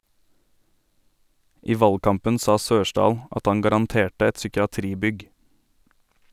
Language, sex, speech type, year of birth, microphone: Norwegian, male, read, 1989, Sennheiser